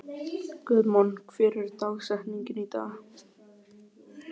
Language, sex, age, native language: Icelandic, male, 12, Icelandic